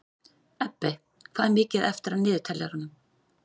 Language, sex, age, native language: Icelandic, female, 40-49, Icelandic